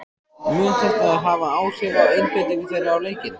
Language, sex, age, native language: Icelandic, male, 14, Icelandic